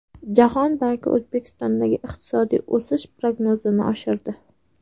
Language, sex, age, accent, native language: Uzbek, female, 18-24, Sirdaryo, Uzbek